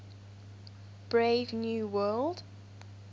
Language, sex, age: English, female, 19